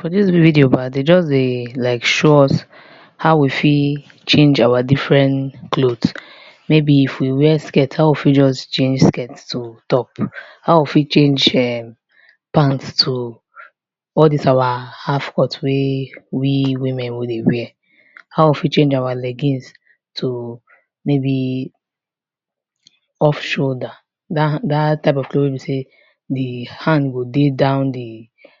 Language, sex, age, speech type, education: Nigerian Pidgin, female, 15-29, spontaneous, tertiary